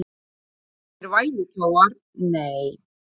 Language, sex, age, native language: Icelandic, female, 40-49, Icelandic